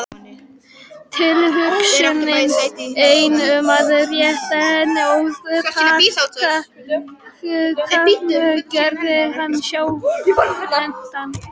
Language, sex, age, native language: Icelandic, female, 12, Icelandic